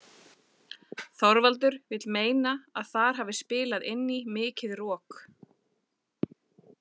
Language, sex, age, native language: Icelandic, female, 40-49, Icelandic